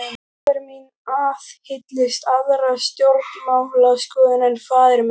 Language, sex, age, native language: Icelandic, male, 12, Icelandic